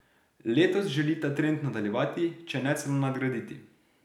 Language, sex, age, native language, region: Slovenian, male, 18-29, Slovenian, Drava region